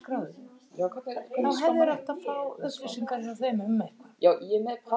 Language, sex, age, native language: Icelandic, male, 18-19, Icelandic